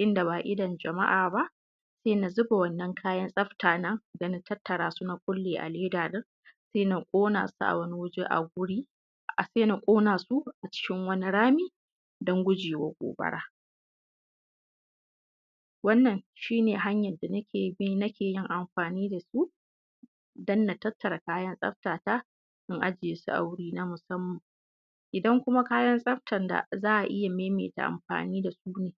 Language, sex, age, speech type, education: Hausa, female, 15-29, spontaneous, secondary